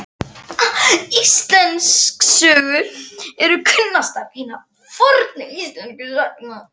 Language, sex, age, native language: Icelandic, female, 11, Icelandic